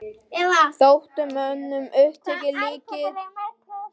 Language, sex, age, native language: Icelandic, female, 12, Icelandic